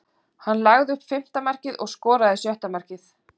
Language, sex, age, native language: Icelandic, female, 40-49, Icelandic